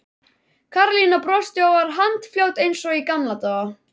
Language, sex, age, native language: Icelandic, male, 11, Icelandic